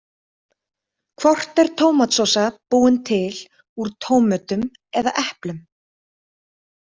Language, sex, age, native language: Icelandic, female, 30-39, Icelandic